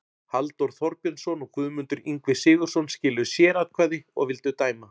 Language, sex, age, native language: Icelandic, male, 40-49, Icelandic